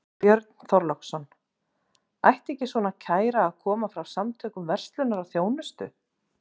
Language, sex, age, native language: Icelandic, female, 40-49, Icelandic